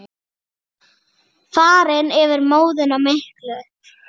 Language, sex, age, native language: Icelandic, female, 8, Icelandic